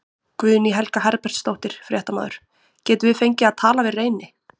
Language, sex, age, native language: Icelandic, female, 20-29, Icelandic